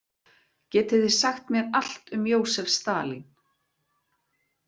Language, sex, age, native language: Icelandic, female, 40-49, Icelandic